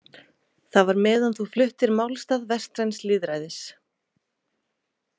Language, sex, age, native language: Icelandic, female, 20-29, Icelandic